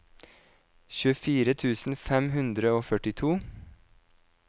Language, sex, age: Norwegian, male, 26